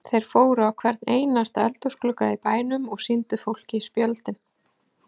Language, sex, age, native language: Icelandic, female, 40-49, Icelandic